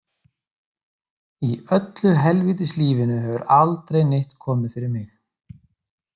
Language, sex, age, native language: Icelandic, male, 30-39, Icelandic